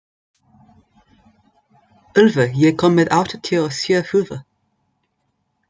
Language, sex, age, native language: Icelandic, other, 20-29, English